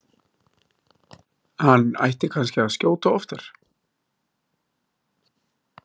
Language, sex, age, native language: Icelandic, male, 30-39, Icelandic